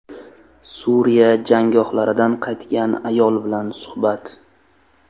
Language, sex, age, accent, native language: Uzbek, male, 25-34, Samarqand, Uzbek